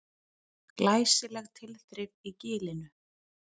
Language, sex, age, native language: Icelandic, female, 30-39, Icelandic